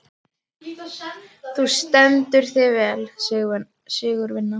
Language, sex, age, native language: Icelandic, female, 12, Icelandic